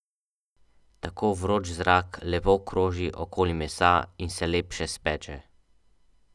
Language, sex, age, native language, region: Slovenian, male, 12-17, Slovenian, Central Slovenia